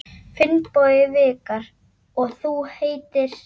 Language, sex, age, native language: Icelandic, female, 9, Icelandic